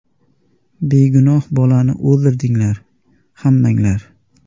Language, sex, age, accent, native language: Uzbek, male, 18-24, Andijon, Uzbek